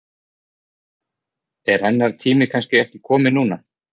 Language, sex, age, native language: Icelandic, male, 40-49, Icelandic